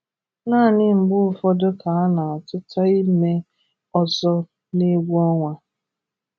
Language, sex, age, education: Igbo, female, 15-29, tertiary